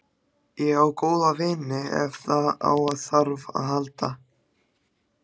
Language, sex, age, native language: Icelandic, other, 14, Icelandic